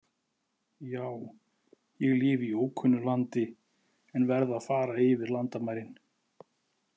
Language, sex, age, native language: Icelandic, male, 40-49, Icelandic